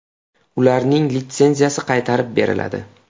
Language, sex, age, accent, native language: Uzbek, male, 18-24, Farg'ona, Uzbek